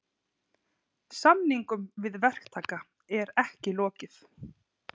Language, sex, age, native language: Icelandic, female, 30-39, Icelandic